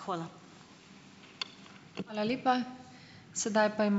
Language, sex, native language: Slovenian, female, Slovenian